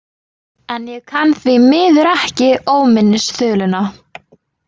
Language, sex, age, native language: Icelandic, female, 20-29, Icelandic